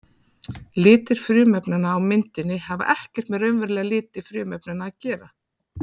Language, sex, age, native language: Icelandic, female, 40-49, Icelandic